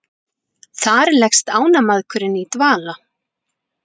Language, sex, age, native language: Icelandic, female, 40-49, Icelandic